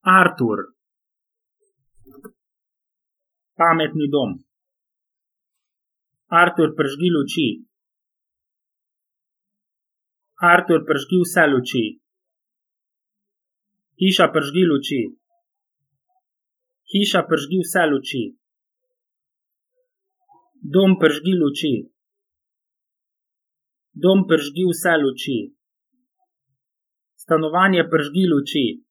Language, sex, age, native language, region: Slovenian, male, 30-49, Slovenian, Savinja region